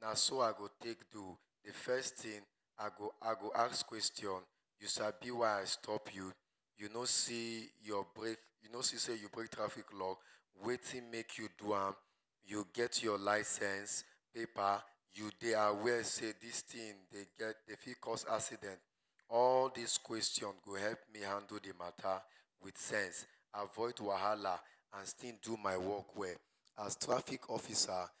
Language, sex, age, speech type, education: Nigerian Pidgin, male, 30-45, spontaneous, tertiary